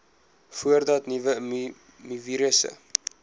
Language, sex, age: Afrikaans, male, 20